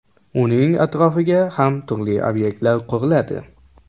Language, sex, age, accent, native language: Uzbek, male, 18-24, Toshkent shahri, Uzbek